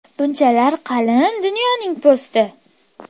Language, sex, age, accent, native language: Uzbek, female, 18-24, Farg'ona, Uzbek